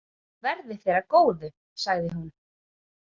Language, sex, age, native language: Icelandic, female, 30-39, Icelandic